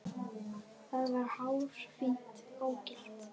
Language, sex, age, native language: Icelandic, female, 10, Icelandic